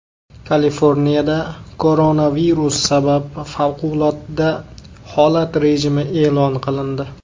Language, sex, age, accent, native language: Uzbek, male, 19-29, Namangan, Uzbek